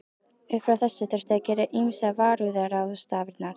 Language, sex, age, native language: Icelandic, female, 12, Icelandic